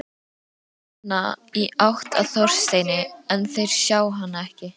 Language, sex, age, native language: Icelandic, female, 13, Icelandic